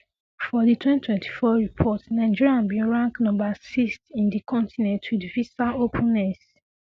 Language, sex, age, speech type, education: Nigerian Pidgin, female, 15-29, spontaneous, secondary